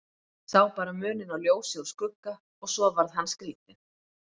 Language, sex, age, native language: Icelandic, female, 50-59, Icelandic